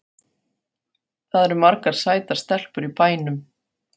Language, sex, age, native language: Icelandic, female, 40-49, Faroese